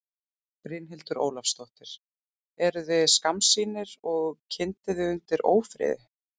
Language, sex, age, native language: Icelandic, female, 30-39, Icelandic